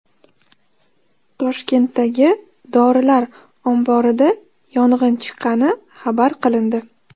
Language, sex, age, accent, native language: Uzbek, female, under 19, Toshkent shahri, Uzbek